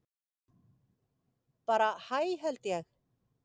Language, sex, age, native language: Icelandic, female, 50-59, Icelandic